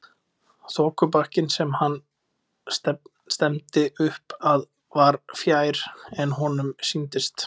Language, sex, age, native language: Icelandic, male, 20-29, Icelandic